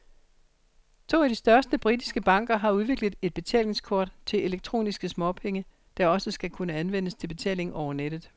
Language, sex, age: Danish, female, 60